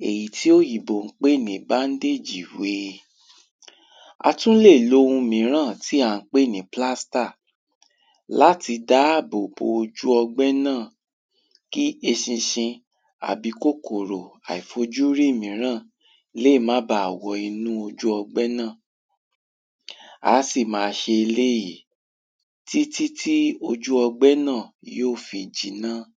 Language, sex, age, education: Yoruba, male, 15-29, tertiary